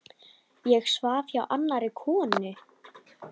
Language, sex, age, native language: Icelandic, female, 10, Icelandic